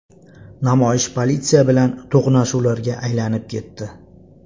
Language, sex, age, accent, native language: Uzbek, male, 25-34, Andijon, Uzbek